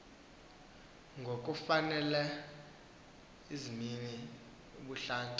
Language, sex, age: Xhosa, male, 18